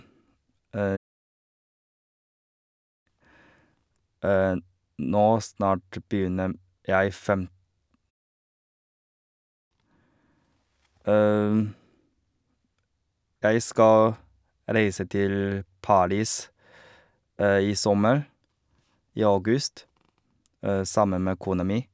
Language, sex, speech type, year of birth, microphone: Norwegian, male, spontaneous, 1985, Shure